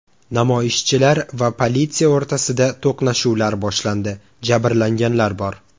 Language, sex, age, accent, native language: Uzbek, male, 18-24, Toshkent shahri, Uzbek